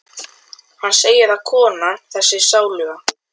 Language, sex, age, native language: Icelandic, male, 12, Icelandic